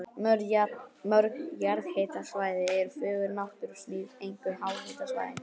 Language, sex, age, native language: Icelandic, male, 11, Icelandic